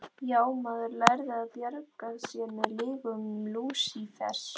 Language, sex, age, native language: Icelandic, female, 13, Icelandic